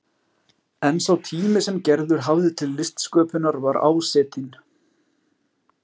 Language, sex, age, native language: Icelandic, male, 30-39, Icelandic